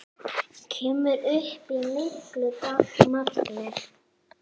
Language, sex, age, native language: Icelandic, female, 8, Icelandic